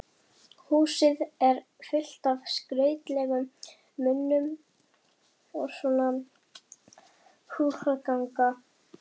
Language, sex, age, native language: Icelandic, female, 11, Icelandic